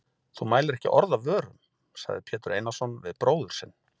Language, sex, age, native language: Icelandic, male, 40-49, Icelandic